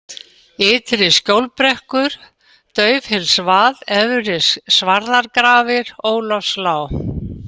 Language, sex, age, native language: Icelandic, female, 70-79, Icelandic